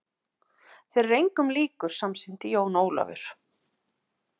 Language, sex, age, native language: Icelandic, female, 50-59, Icelandic